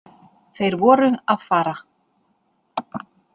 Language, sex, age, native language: Icelandic, female, 40-49, Icelandic